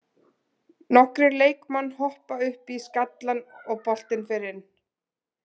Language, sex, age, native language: Icelandic, female, 20-29, Icelandic